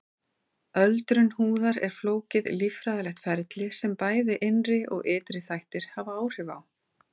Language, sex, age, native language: Icelandic, female, 40-49, Icelandic